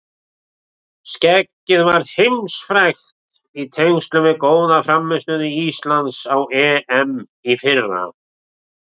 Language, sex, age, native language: Icelandic, male, 40-49, Icelandic